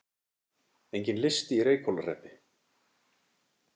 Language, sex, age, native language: Icelandic, male, 60-69, Icelandic